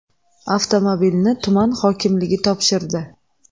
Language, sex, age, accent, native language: Uzbek, female, 30-39, Qashqadaryo, Uzbek